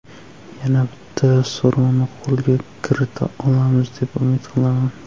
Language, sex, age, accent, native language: Uzbek, male, 19-29, Surxondaryo, Uzbek